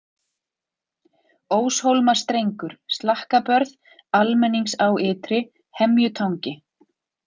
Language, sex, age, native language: Icelandic, female, 40-49, Icelandic